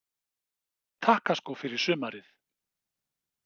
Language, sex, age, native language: Icelandic, male, 60-69, Icelandic